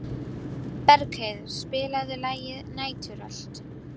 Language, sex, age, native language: Icelandic, female, 12, Icelandic